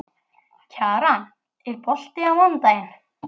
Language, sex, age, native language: Icelandic, female, 12, Icelandic